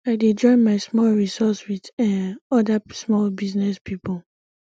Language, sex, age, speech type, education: Nigerian Pidgin, female, 15-29, spontaneous, tertiary